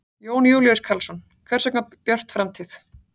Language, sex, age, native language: Icelandic, female, 40-49, Icelandic